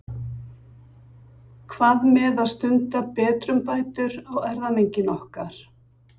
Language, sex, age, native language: Icelandic, female, 60-69, Icelandic